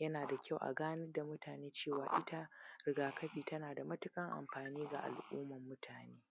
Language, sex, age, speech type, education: Hausa, female, 15-29, spontaneous, secondary